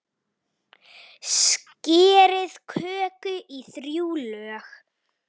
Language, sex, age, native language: Icelandic, female, 9, Icelandic